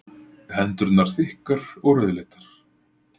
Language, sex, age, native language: Icelandic, male, 40-49, Icelandic